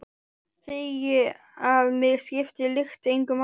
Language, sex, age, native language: Icelandic, male, 12, Icelandic